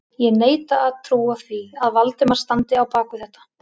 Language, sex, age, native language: Icelandic, female, 30-39, Icelandic